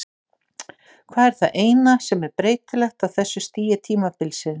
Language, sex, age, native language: Icelandic, female, 60-69, Icelandic